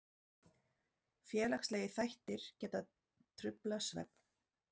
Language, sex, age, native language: Icelandic, female, 40-49, Icelandic